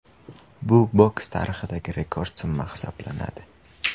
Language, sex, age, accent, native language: Uzbek, male, 18-24, Qashqadaryo, Uzbek